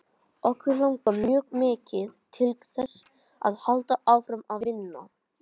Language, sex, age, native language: Icelandic, male, 20-29, Icelandic